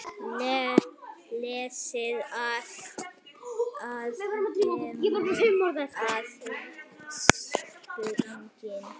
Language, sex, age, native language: Icelandic, female, 40-49, Icelandic